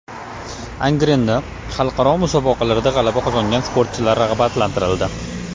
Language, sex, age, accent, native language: Uzbek, male, 25-34, Toshkent viloyati, Uzbek